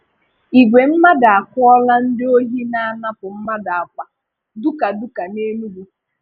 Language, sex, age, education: Igbo, female, 15-29, tertiary